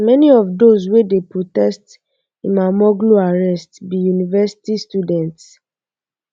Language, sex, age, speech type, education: Nigerian Pidgin, female, 15-29, spontaneous, secondary